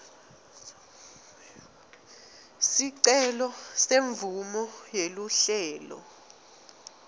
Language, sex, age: Swati, female, 20